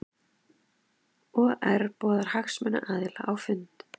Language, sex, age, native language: Icelandic, female, 30-39, Icelandic